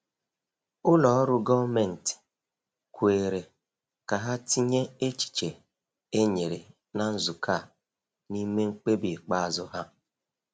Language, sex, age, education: Igbo, male, 46-60, tertiary